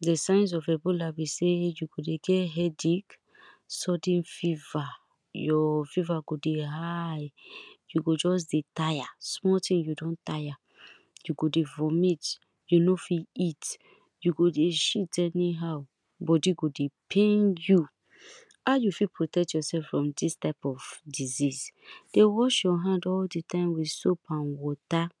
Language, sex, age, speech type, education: Nigerian Pidgin, female, 30-45, spontaneous, tertiary